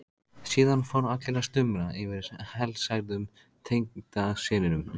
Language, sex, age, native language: Icelandic, male, 14, Icelandic